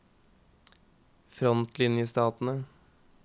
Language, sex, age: Norwegian, male, 21